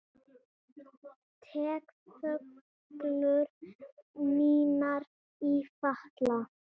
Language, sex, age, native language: Icelandic, female, 7, Icelandic